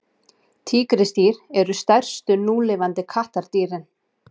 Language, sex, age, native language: Icelandic, female, 30-39, Icelandic